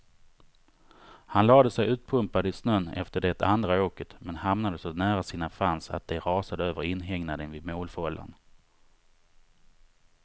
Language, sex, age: Swedish, male, 39